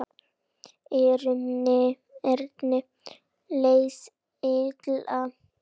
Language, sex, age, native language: Icelandic, female, 9, Icelandic